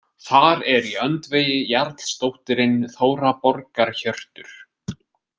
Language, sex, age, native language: Icelandic, male, 20-29, Icelandic